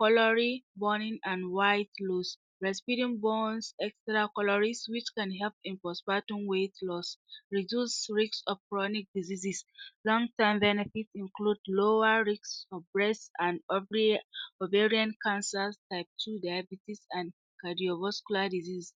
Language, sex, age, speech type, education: Hausa, female, 46-60, spontaneous, tertiary